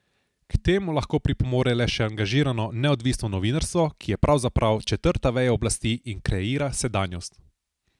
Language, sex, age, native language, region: Slovenian, male, 18-29, Slovenian, Southeast Slovenia